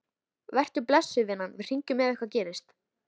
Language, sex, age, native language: Icelandic, female, 13, Icelandic